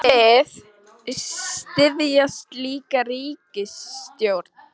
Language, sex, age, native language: Icelandic, female, 12, Icelandic